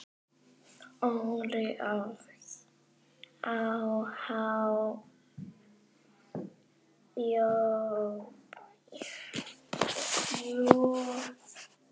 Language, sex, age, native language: Icelandic, female, 9, Icelandic